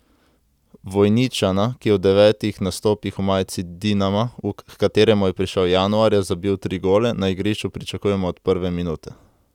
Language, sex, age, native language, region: Slovenian, male, 18-29, Slovenian, Central Slovenia